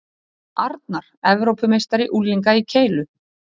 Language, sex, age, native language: Icelandic, female, 30-39, Icelandic